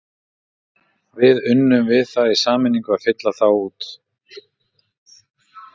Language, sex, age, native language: Icelandic, male, 40-49, Icelandic